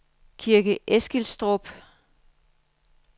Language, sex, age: Danish, female, 55